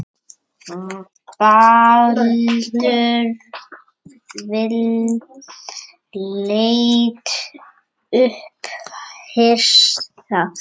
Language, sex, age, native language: Icelandic, male, 7, Icelandic